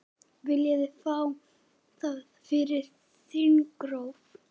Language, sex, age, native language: Icelandic, male, 9, Icelandic